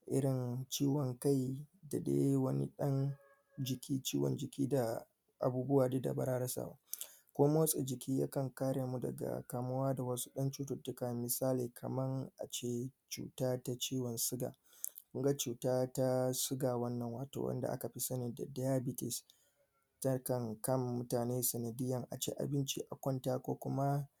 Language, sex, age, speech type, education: Hausa, male, 15-29, spontaneous, secondary